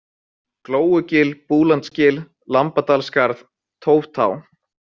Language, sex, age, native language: Icelandic, male, 20-29, Icelandic